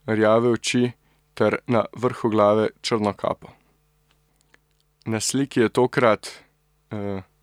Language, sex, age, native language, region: Slovenian, male, 18-29, Slovenian, Central Slovenia